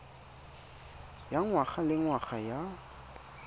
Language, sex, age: Tswana, male, 22